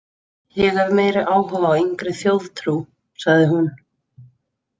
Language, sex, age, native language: Icelandic, female, 20-29, Icelandic